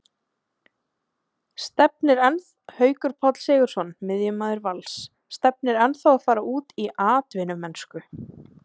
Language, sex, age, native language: Icelandic, female, 20-29, Icelandic